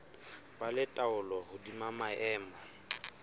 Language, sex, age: Southern Sotho, male, 23